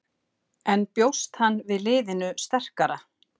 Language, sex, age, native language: Icelandic, female, 50-59, Icelandic